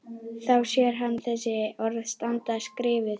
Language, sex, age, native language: Icelandic, female, 11, Icelandic